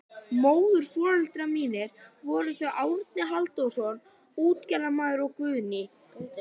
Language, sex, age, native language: Icelandic, female, 11, Icelandic